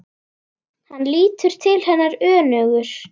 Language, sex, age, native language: Icelandic, female, 10, Icelandic